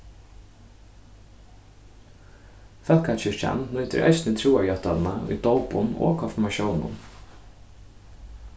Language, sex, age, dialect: Faroese, male, 15-35, Suðurstreymoy